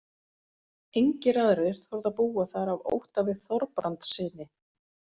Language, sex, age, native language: Icelandic, female, 40-49, Icelandic